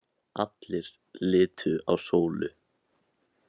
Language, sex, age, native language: Icelandic, male, 18-19, Icelandic